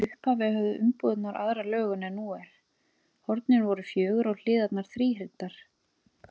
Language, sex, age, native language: Icelandic, female, 30-39, Icelandic